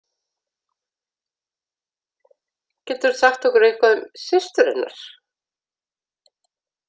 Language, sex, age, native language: Icelandic, female, 60-69, Icelandic